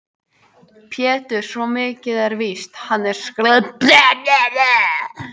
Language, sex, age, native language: Icelandic, female, 18-19, Icelandic